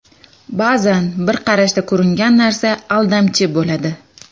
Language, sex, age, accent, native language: Uzbek, female, 25-34, Namangan, Uzbek